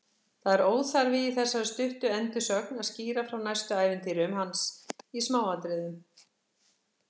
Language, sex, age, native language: Icelandic, female, 60-69, Icelandic